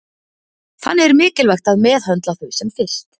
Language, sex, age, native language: Icelandic, female, 50-59, Icelandic